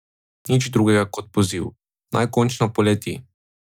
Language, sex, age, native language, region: Slovenian, male, 18-29, Slovenian, Drava region